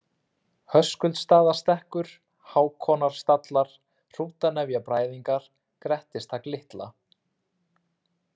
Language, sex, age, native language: Icelandic, male, 30-39, Icelandic